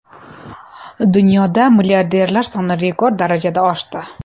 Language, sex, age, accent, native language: Uzbek, female, 18-24, Toshkent shahri, Uzbek